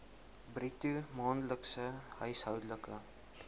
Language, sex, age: Afrikaans, male, 19